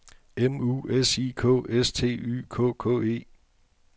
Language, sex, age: Danish, male, 42